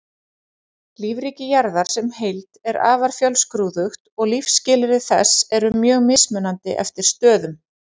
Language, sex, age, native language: Icelandic, female, 40-49, Icelandic